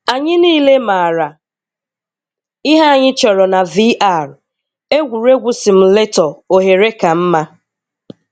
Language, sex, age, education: Igbo, female, 15-29, tertiary